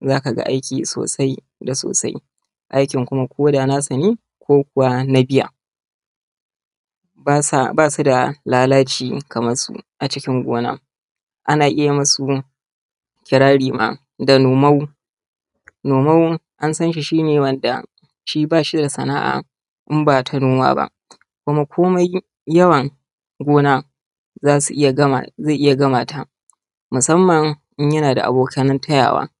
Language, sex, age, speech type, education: Hausa, male, 30-45, spontaneous, tertiary